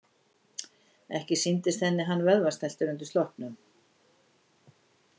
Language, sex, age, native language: Icelandic, female, 60-69, Icelandic